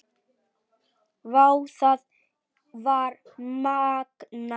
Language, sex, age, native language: Icelandic, male, 8, Icelandic